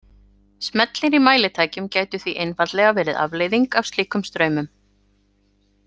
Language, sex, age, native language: Icelandic, female, 40-49, Icelandic